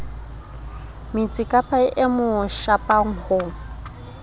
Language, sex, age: Southern Sotho, female, 22